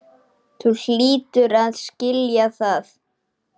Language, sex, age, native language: Icelandic, male, 9, Icelandic